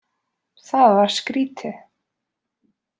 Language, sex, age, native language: Icelandic, female, 20-29, Icelandic